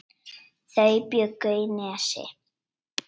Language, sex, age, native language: Icelandic, female, 8, Icelandic